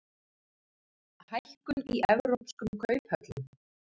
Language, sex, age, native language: Icelandic, female, 30-39, Icelandic